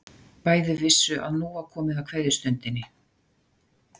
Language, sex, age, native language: Icelandic, female, 60-69, Icelandic